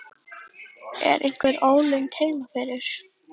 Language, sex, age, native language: Icelandic, female, 10, Icelandic